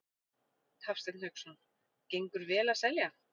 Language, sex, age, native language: Icelandic, female, 40-49, Icelandic